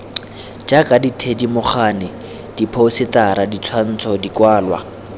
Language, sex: Tswana, male